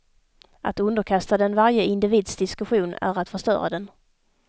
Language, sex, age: Swedish, female, 32